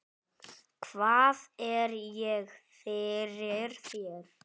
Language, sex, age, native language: Icelandic, male, 10, Icelandic